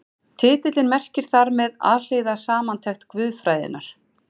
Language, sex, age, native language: Icelandic, female, 40-49, Icelandic